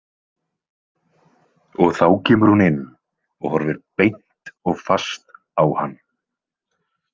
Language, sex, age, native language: Icelandic, male, 20-29, Icelandic